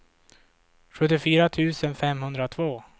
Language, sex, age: Swedish, male, 26